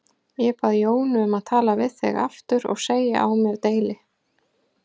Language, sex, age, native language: Icelandic, female, 40-49, Icelandic